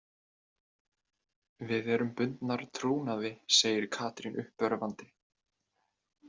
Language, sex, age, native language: Icelandic, male, 20-29, Icelandic